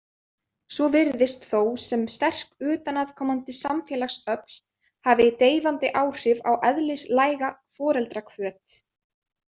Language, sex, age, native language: Icelandic, female, 20-29, Icelandic